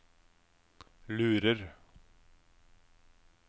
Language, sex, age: Norwegian, male, 27